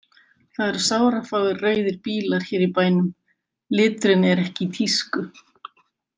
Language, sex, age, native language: Icelandic, female, 50-59, Icelandic